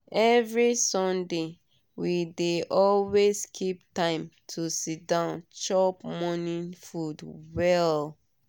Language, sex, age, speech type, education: Nigerian Pidgin, female, 30-45, spontaneous, tertiary